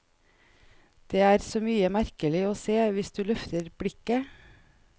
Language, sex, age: Norwegian, female, 41